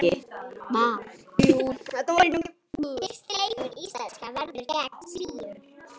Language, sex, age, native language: Icelandic, female, 40-49, Icelandic